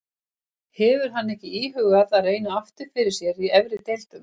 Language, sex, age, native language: Icelandic, female, 50-59, Icelandic